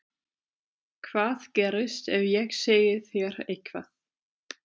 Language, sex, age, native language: Icelandic, female, 30-39, German